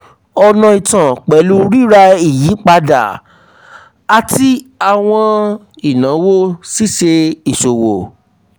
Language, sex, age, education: Yoruba, male, 30-45, tertiary